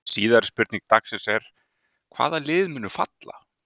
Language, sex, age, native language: Icelandic, male, 30-39, Icelandic